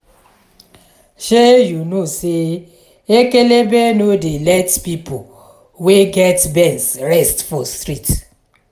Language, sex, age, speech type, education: Nigerian Pidgin, female, 46-60, spontaneous, tertiary